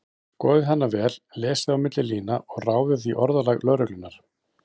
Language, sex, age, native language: Icelandic, male, 40-49, Icelandic